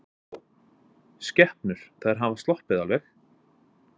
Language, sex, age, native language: Icelandic, male, 20-29, Icelandic